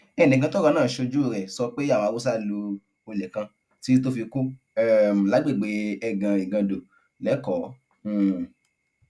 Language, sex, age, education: Yoruba, female, 15-29, tertiary